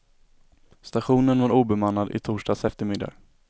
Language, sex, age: Swedish, male, 17